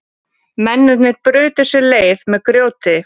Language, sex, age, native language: Icelandic, female, 20-29, Icelandic